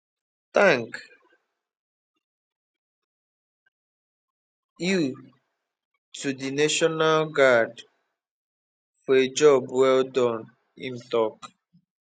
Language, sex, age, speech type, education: Nigerian Pidgin, male, 15-29, spontaneous, tertiary